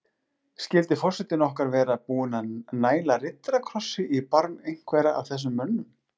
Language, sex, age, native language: Icelandic, male, 40-49, Icelandic